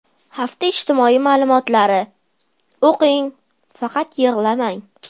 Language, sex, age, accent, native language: Uzbek, female, 12-17, Farg'ona, Uzbek